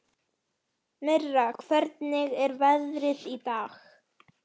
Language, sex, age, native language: Icelandic, female, 12, Icelandic